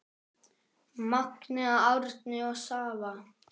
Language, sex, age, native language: Icelandic, male, 10, Icelandic